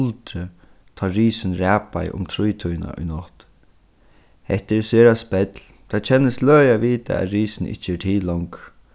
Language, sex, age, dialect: Faroese, male, 15-35, Suðurstreymoy